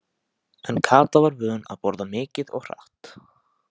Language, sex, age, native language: Icelandic, male, 18-19, Icelandic